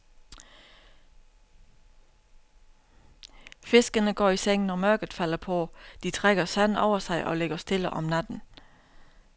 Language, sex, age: Danish, female, 32